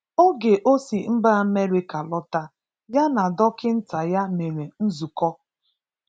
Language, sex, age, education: Igbo, female, 30-45, tertiary